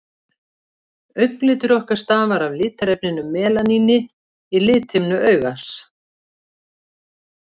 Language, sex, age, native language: Icelandic, female, 70-79, Icelandic